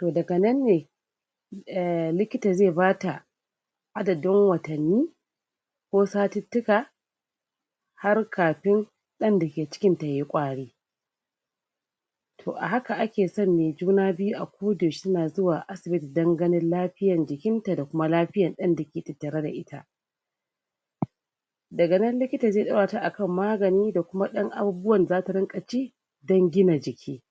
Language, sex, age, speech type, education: Hausa, female, 30-45, spontaneous, tertiary